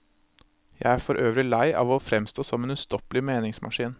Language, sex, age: Norwegian, male, 26